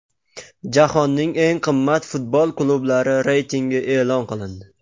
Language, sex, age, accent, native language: Uzbek, male, 19-29, Qashqadaryo, Uzbek